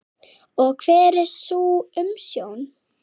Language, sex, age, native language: Icelandic, female, 8, Icelandic